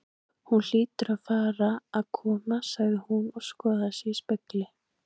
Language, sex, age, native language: Icelandic, female, 18-19, Icelandic